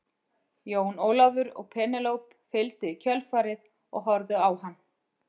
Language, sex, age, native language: Icelandic, female, 40-49, Icelandic